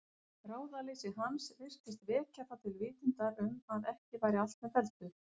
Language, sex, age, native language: Icelandic, female, 50-59, Icelandic